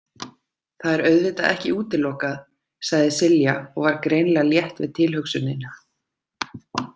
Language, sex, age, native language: Icelandic, female, 30-39, Icelandic